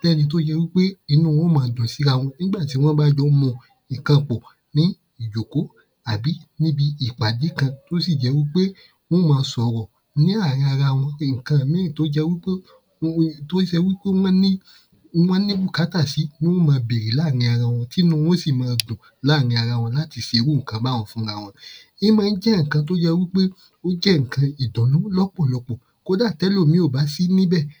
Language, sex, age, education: Yoruba, male, 15-29, tertiary